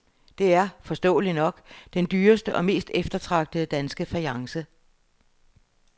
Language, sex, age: Danish, female, 60